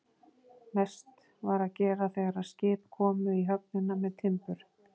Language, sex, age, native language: Icelandic, female, 40-49, Icelandic